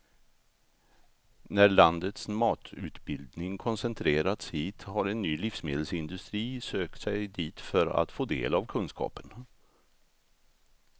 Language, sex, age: Swedish, male, 64